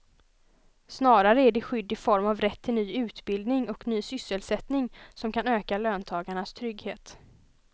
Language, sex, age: Swedish, female, 20